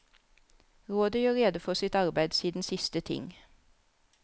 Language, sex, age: Norwegian, female, 34